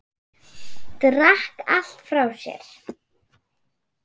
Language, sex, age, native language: Icelandic, female, 8, Swedish